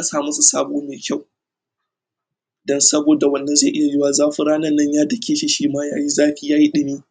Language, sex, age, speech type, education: Hausa, male, 30-45, spontaneous, tertiary